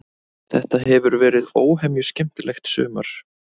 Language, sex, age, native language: Icelandic, male, 20-29, Icelandic